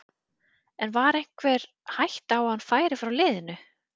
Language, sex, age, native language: Icelandic, female, 30-39, Icelandic